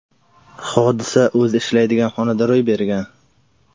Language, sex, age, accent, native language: Uzbek, male, 18-24, Surxondaryo, Uzbek